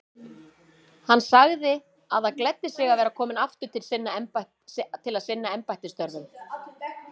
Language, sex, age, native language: Icelandic, female, 50-59, Icelandic